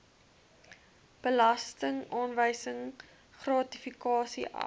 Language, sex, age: Afrikaans, female, 21